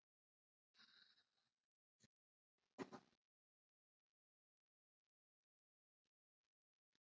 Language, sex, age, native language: Icelandic, female, 50-59, Icelandic